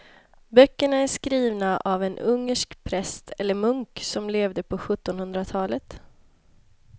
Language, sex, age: Swedish, female, 26